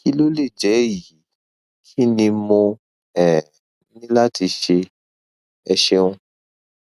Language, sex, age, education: Yoruba, male, 15-29, tertiary